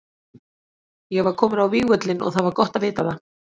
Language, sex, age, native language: Icelandic, female, 40-49, Icelandic